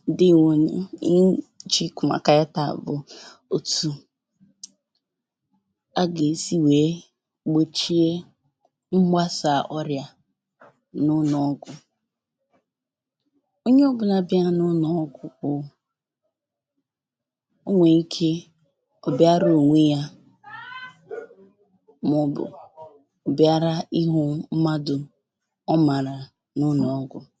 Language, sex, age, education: Igbo, female, 15-29, tertiary